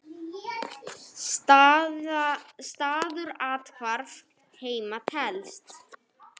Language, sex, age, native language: Icelandic, female, 9, Icelandic